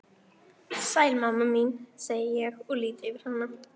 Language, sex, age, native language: Icelandic, female, 13, Icelandic